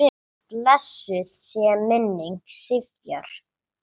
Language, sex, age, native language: Icelandic, male, 9, English